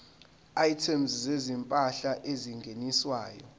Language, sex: Zulu, male